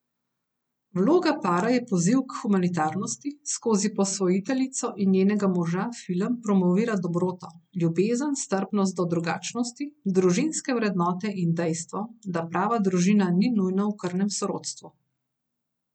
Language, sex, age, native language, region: Slovenian, female, 30-49, Slovenian, Gorenjska region